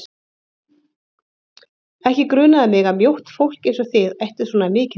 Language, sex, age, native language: Icelandic, female, 30-39, Icelandic